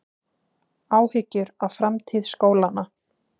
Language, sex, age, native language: Icelandic, female, 20-29, Icelandic